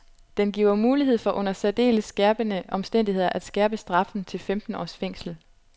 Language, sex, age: Danish, female, 25